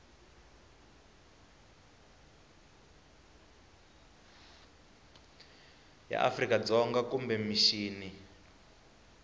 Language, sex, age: Tsonga, male, 20